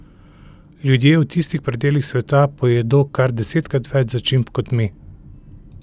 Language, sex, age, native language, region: Slovenian, male, 30-49, Slovenian, Central Slovenia